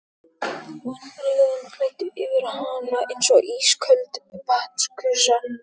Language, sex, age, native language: Icelandic, male, 12, Icelandic